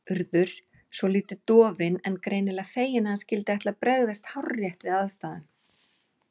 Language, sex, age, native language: Icelandic, female, 40-49, Icelandic